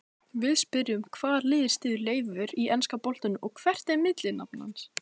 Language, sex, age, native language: Icelandic, female, 16, Icelandic